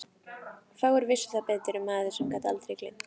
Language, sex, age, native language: Icelandic, female, 11, Icelandic